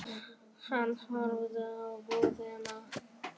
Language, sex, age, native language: Icelandic, male, 10, Icelandic